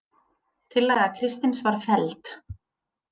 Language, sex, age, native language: Icelandic, female, 30-39, Icelandic